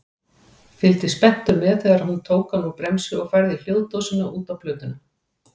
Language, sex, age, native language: Icelandic, female, 40-49, Icelandic